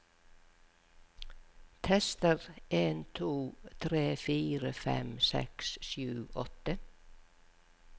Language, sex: Norwegian, female